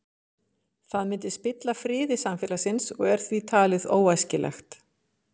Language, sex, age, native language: Icelandic, female, 50-59, Icelandic